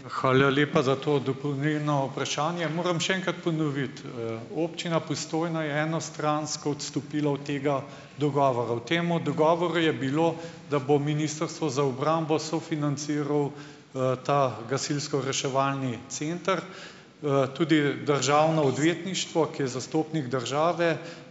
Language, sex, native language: Slovenian, male, Slovenian